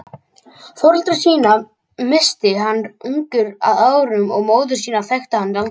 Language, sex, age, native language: Icelandic, male, 18-19, Icelandic